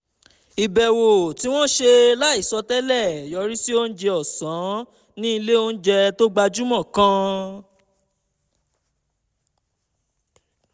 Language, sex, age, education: Yoruba, male, 15-29, tertiary